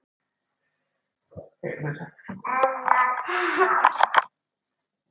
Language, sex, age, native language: Icelandic, male, 6, Italian